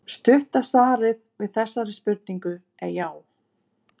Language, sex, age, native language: Icelandic, female, 30-39, Icelandic